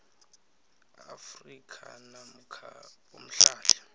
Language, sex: South Ndebele, male